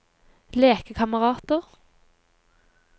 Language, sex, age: Norwegian, female, 23